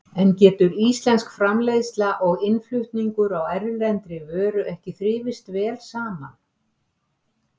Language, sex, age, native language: Icelandic, female, 70-79, Icelandic